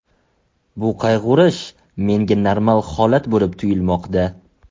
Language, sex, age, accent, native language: Uzbek, male, 18-24, Toshkent shahri, Uzbek